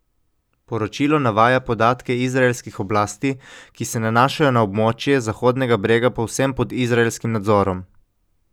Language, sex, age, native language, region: Slovenian, male, 18-29, Slovenian, Coastal Karst region